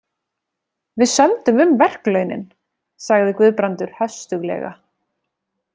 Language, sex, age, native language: Icelandic, female, 30-39, Icelandic